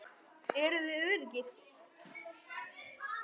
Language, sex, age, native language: Icelandic, male, 9, Icelandic